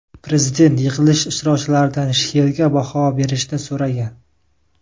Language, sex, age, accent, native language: Uzbek, male, 19-29, Qashqadaryo, Uzbek